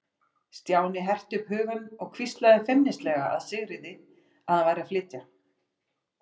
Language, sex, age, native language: Icelandic, female, 40-49, Icelandic